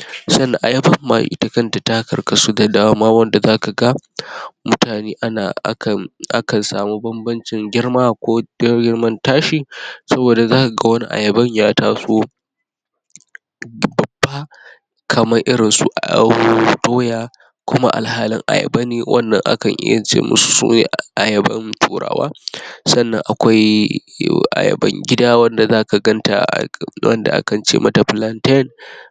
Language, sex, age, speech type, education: Hausa, male, 46-60, spontaneous, tertiary